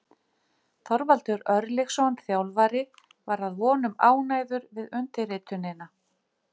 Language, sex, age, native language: Icelandic, female, 50-59, Icelandic